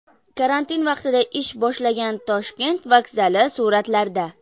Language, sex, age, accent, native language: Uzbek, female, 19-29, Farg'ona, Uzbek